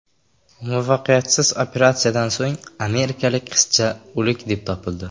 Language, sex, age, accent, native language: Uzbek, male, under 19, Qashqadaryo, Uzbek